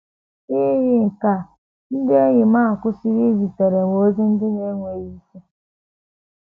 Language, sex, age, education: Igbo, female, 15-29, tertiary